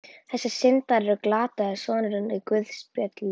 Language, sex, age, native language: Icelandic, female, 11, Icelandic